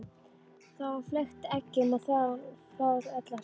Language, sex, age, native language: Icelandic, female, 11, Icelandic